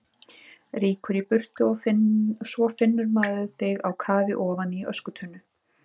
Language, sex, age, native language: Icelandic, female, 30-39, Icelandic